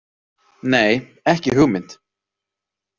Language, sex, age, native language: Icelandic, male, 30-39, Icelandic